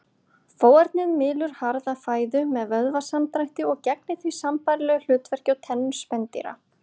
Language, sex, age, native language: Icelandic, male, 40-49, Icelandic